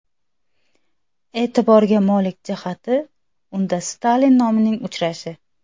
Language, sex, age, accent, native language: Uzbek, female, 19-29, Xorazm, Uzbek